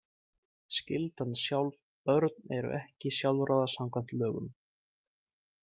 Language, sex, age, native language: Icelandic, male, 20-29, Icelandic